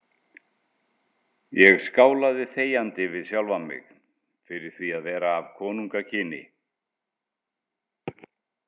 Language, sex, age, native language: Icelandic, male, 60-69, Icelandic